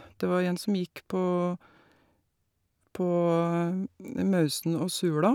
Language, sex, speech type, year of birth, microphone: Norwegian, female, spontaneous, 1961, Shure